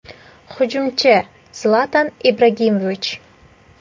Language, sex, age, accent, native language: Uzbek, female, 19-29, Qashqadaryo, Uzbek